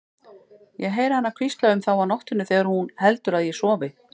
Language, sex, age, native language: Icelandic, female, 50-59, Icelandic